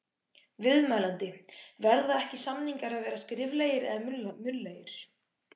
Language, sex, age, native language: Icelandic, male, 14, Icelandic